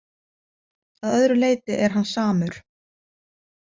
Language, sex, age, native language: Icelandic, female, 50-59, Icelandic